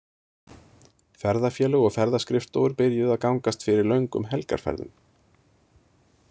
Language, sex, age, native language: Icelandic, male, 30-39, Icelandic